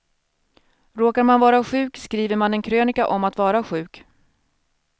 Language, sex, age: Swedish, female, 41